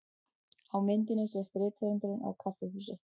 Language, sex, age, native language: Icelandic, female, 40-49, Icelandic